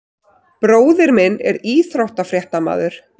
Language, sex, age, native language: Icelandic, female, 30-39, Icelandic